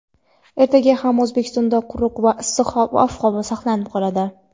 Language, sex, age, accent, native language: Uzbek, female, 18-24, Qoraqalpog'iston, Karakalpak